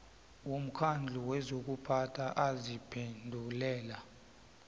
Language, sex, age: South Ndebele, male, 24